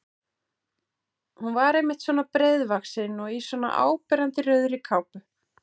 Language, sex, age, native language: Icelandic, female, 40-49, Icelandic